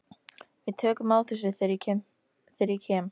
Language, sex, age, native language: Icelandic, female, 13, Icelandic